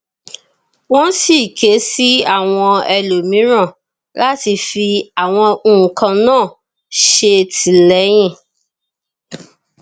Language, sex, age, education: Yoruba, female, 30-45, tertiary